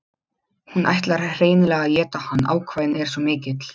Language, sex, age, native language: Icelandic, male, 12, Polish